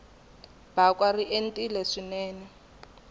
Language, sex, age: Tsonga, female, 21